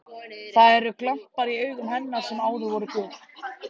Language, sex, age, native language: Icelandic, male, 13, Icelandic